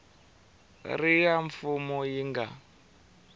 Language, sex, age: Tsonga, male, 23